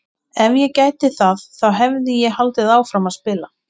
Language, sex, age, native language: Icelandic, female, 20-29, Icelandic